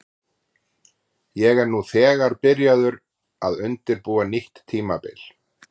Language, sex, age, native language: Icelandic, male, 40-49, Icelandic